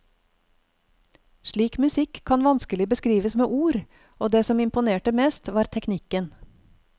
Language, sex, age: Norwegian, female, 48